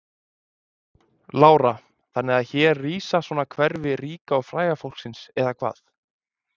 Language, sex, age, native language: Icelandic, male, 20-29, Icelandic